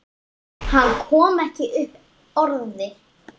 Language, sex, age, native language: Icelandic, female, 7, Icelandic